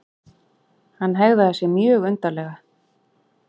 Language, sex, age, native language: Icelandic, female, 40-49, Icelandic